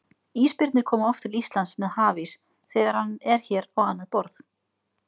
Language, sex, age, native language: Icelandic, female, 20-29, Icelandic